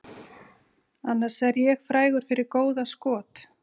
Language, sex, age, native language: Icelandic, female, 50-59, Icelandic